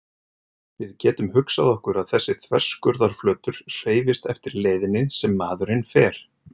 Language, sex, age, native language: Icelandic, male, 30-39, Icelandic